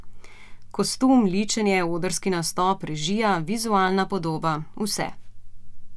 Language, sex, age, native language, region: Slovenian, female, 30-49, Slovenian, Central Slovenia